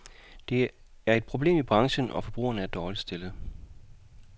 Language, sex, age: Danish, male, 40